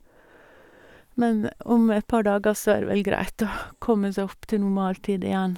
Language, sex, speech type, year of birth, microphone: Norwegian, female, spontaneous, 1962, Sennheiser